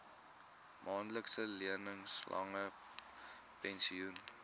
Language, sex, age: Afrikaans, male, 19